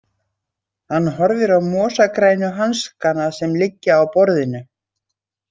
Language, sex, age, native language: Icelandic, female, 60-69, Icelandic